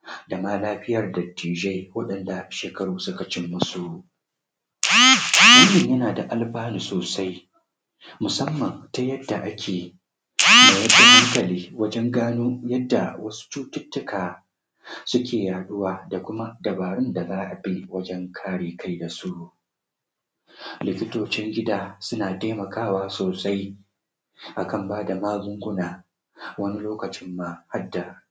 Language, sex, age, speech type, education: Hausa, male, 15-29, spontaneous, tertiary